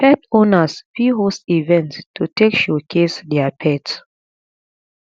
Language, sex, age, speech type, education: Nigerian Pidgin, female, 30-45, spontaneous, tertiary